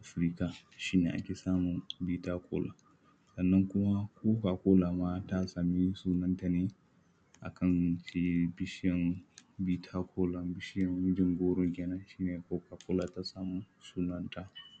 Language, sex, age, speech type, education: Hausa, male, 15-29, spontaneous, primary